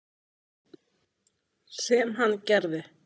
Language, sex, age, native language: Icelandic, female, 20-29, Icelandic